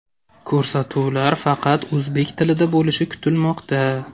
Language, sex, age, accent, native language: Uzbek, male, 18-24, Namangan, Uzbek